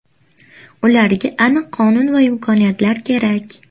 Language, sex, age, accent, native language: Uzbek, female, 18-24, Namangan, Uzbek